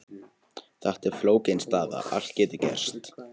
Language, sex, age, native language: Icelandic, male, 18-19, Icelandic